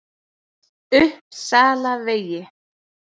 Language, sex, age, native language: Icelandic, female, 40-49, Icelandic